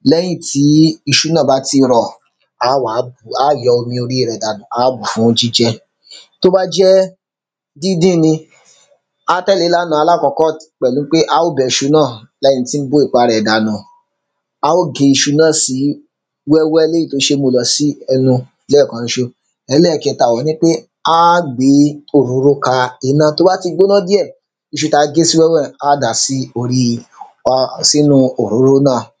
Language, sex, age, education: Yoruba, male, 30-45, secondary